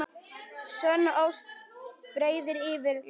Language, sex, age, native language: Icelandic, male, 10, Icelandic